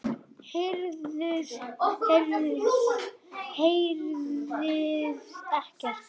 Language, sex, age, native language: Icelandic, female, 10, Icelandic